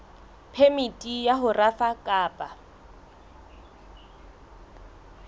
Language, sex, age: Southern Sotho, female, 22